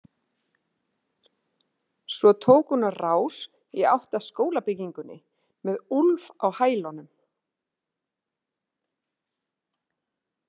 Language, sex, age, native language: Icelandic, female, 30-39, Icelandic